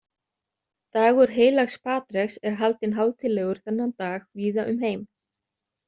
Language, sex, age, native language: Icelandic, other, 30-39, Icelandic